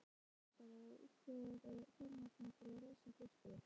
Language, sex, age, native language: Icelandic, female, 12, Icelandic